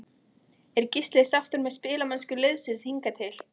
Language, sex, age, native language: Icelandic, female, 20-29, Icelandic